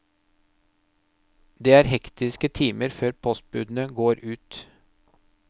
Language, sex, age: Norwegian, male, 30